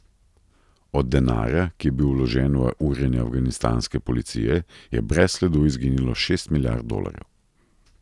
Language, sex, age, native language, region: Slovenian, male, 30-49, Slovenian, Central Slovenia